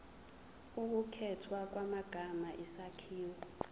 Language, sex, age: Zulu, female, 23